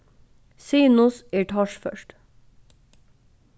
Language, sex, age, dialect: Faroese, female, 15-35, Norðuroyggjar